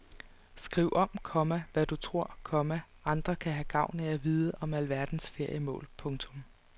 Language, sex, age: Danish, female, 29